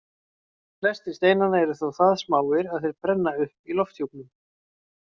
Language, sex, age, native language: Icelandic, male, 40-49, Icelandic